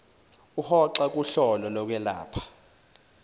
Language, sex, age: Zulu, male, 19